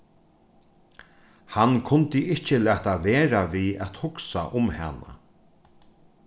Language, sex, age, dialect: Faroese, male, 36-60, Norðurstreymoy/Eysturoy